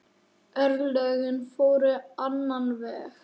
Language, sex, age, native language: Icelandic, male, 9, Icelandic